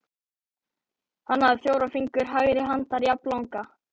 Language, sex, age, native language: Icelandic, male, 12, Icelandic